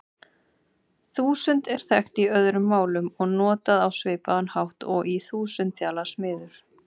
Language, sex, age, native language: Icelandic, male, 30-39, Icelandic